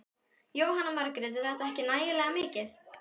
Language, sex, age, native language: Icelandic, female, 12, Icelandic